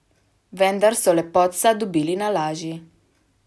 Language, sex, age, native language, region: Slovenian, female, 18-29, Slovenian, Savinja region